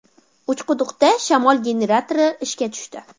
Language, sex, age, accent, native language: Uzbek, female, under 19, Farg'ona, Uzbek